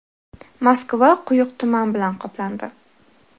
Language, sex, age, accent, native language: Uzbek, female, 18-24, Xorazm, Uzbek